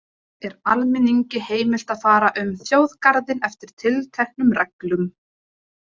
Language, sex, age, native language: Icelandic, female, 20-29, Icelandic